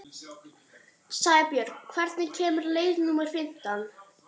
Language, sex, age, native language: Icelandic, female, 12, Icelandic